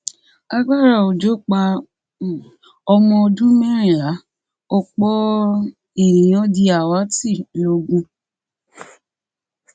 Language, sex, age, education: Yoruba, female, 30-45, tertiary